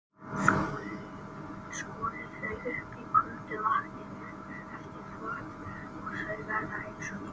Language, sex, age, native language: Icelandic, male, 18-19, Icelandic